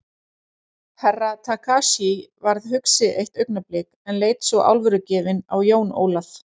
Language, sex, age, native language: Icelandic, female, 40-49, Icelandic